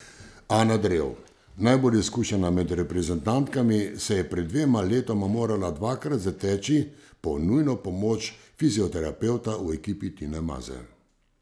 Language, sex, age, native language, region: Slovenian, male, 50-59, Slovenian, Savinja region